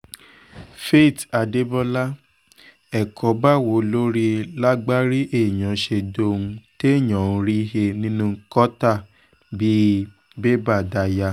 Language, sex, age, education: Yoruba, male, 15-29, tertiary